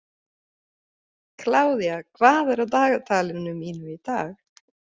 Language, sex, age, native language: Icelandic, female, 50-59, Swedish